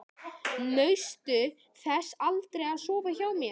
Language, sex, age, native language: Icelandic, male, 13, Icelandic